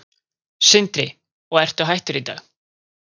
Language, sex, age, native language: Icelandic, male, 20-29, Icelandic